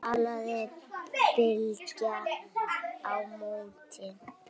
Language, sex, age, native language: Icelandic, female, 9, Icelandic